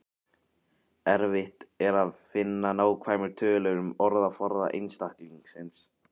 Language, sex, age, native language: Icelandic, male, 18-19, Icelandic